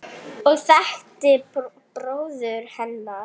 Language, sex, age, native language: Icelandic, female, 10, Arabic